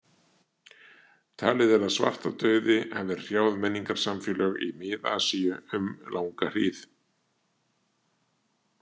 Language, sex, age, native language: Icelandic, male, 60-69, Icelandic